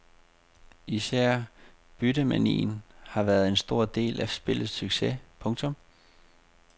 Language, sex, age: Danish, male, 30